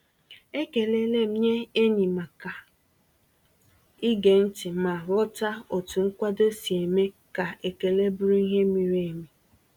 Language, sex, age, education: Igbo, female, 30-45, tertiary